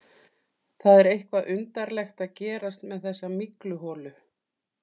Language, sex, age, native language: Icelandic, female, 40-49, Icelandic